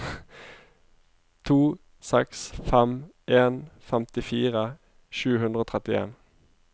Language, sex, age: Norwegian, male, 25